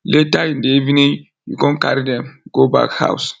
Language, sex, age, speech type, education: Nigerian Pidgin, male, 30-45, spontaneous, tertiary